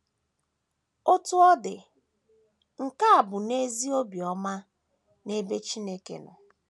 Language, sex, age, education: Igbo, female, 15-29, tertiary